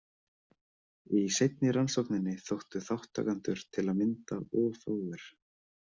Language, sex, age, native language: Icelandic, male, 30-39, Icelandic